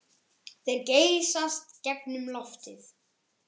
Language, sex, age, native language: Icelandic, male, 8, Icelandic